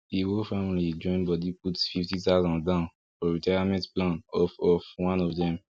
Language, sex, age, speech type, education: Nigerian Pidgin, male, 15-29, spontaneous, tertiary